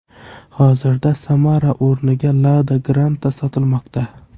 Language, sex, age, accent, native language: Uzbek, male, 18-24, Toshkent shahri, Uzbek